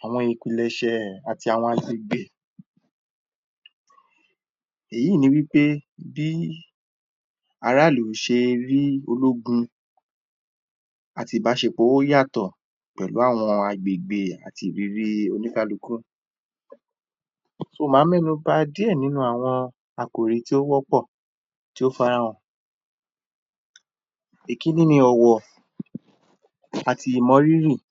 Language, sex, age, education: Yoruba, male, 30-45, tertiary